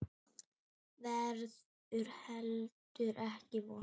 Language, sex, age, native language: Icelandic, female, 9, Icelandic